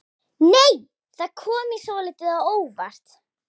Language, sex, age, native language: Icelandic, female, 10, Icelandic